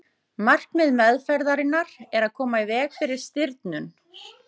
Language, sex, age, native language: Icelandic, female, 30-39, Icelandic